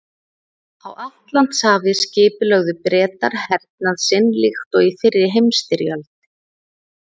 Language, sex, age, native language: Icelandic, female, 30-39, Icelandic